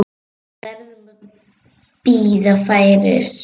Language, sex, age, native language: Icelandic, female, 8, Icelandic